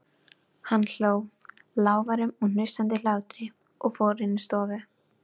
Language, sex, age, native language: Icelandic, female, 12, Icelandic